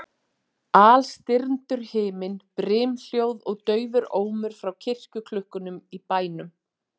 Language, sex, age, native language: Icelandic, female, 40-49, Icelandic